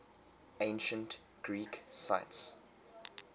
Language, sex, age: English, male, 23